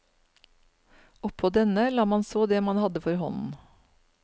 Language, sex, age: Norwegian, female, 49